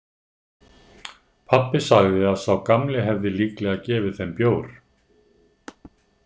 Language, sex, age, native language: Icelandic, male, 50-59, Icelandic